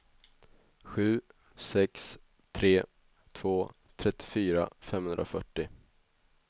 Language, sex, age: Swedish, male, 21